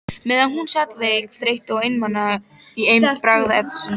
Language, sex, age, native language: Icelandic, female, 12, Icelandic